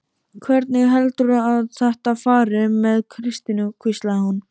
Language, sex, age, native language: Icelandic, male, 12, Icelandic